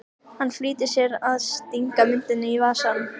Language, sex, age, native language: Icelandic, female, 12, Icelandic